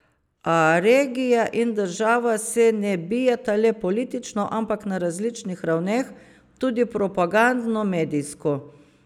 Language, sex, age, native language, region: Slovenian, female, 50-59, Slovenian, Savinja region